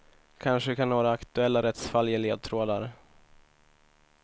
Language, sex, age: Swedish, male, 25